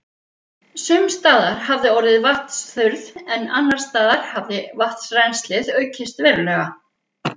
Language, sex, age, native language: Icelandic, female, 50-59, Icelandic